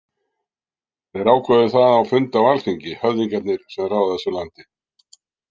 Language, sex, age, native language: Icelandic, male, 60-69, Icelandic